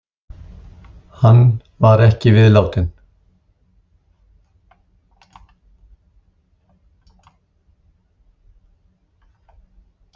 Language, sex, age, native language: Icelandic, male, 60-69, Icelandic